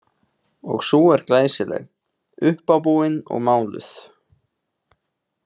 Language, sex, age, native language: Icelandic, male, 20-29, Icelandic